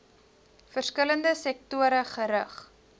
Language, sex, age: Afrikaans, female, 19